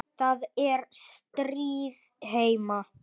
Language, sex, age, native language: Icelandic, male, 8, Icelandic